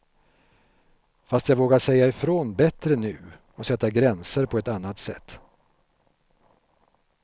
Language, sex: Swedish, male